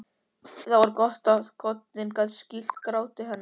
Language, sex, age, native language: Icelandic, male, 13, Icelandic